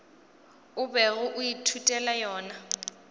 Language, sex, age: Northern Sotho, female, 18